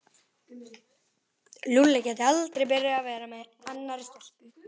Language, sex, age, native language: Icelandic, male, 11, Icelandic